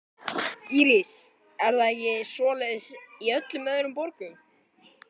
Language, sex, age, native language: Icelandic, male, 14, Icelandic